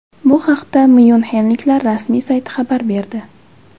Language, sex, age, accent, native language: Uzbek, female, 18-24, Jizzax, Uzbek